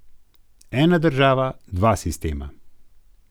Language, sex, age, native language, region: Slovenian, male, 50-59, Slovenian, Gorenjska region